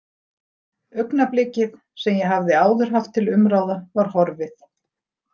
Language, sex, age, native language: Icelandic, female, 60-69, Icelandic